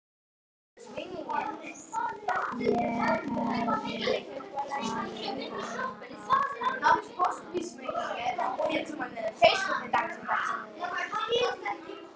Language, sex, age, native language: Icelandic, female, 11, Icelandic